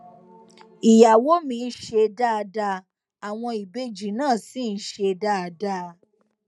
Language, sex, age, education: Yoruba, female, 15-29, tertiary